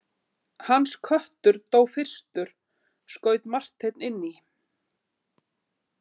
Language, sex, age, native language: Icelandic, female, 50-59, Icelandic